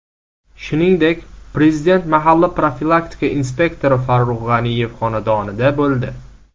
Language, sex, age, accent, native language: Uzbek, male, 19-29, Samarqand, Uzbek